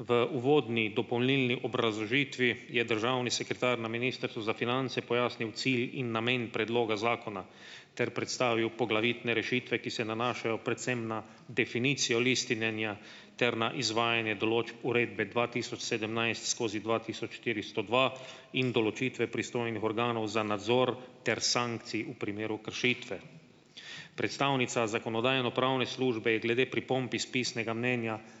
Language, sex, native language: Slovenian, male, Slovenian